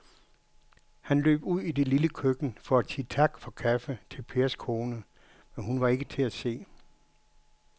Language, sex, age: Danish, male, 61